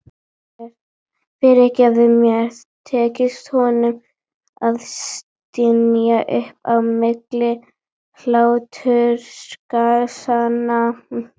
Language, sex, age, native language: Icelandic, female, 12, Icelandic